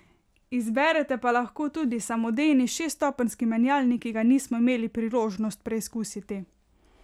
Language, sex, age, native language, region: Slovenian, female, 18-29, Slovenian, Carinthia region